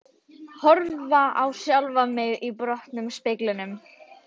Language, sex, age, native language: Icelandic, female, 12, Icelandic